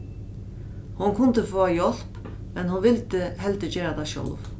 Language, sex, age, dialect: Faroese, female, 36-60, Norðuroyggjar